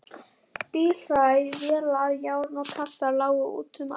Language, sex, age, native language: Icelandic, female, 11, Icelandic